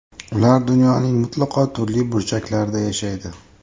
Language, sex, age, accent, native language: Uzbek, male, 25-34, Toshkent shahri, Uzbek